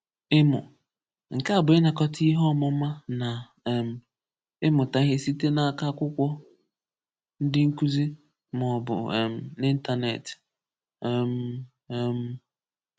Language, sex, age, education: Igbo, male, 15-29, tertiary